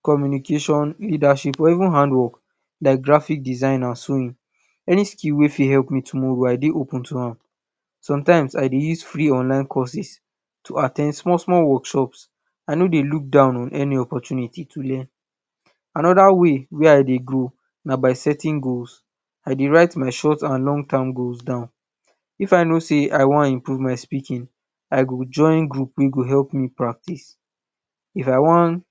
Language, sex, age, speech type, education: Nigerian Pidgin, male, 15-29, spontaneous, tertiary